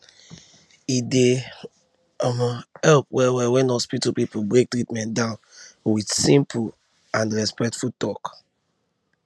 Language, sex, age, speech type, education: Nigerian Pidgin, male, 15-29, spontaneous, tertiary